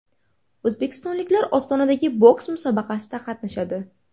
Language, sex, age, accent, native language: Uzbek, female, 18-24, Farg'ona, Uzbek